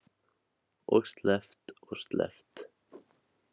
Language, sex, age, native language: Icelandic, male, 18-19, Icelandic